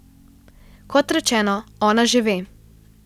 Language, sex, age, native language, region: Slovenian, female, 12-17, Slovenian, Central Slovenia